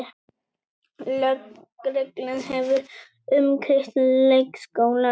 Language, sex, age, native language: Icelandic, male, 18-19, Icelandic